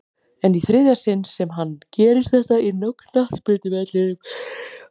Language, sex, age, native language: Icelandic, female, 40-49, Icelandic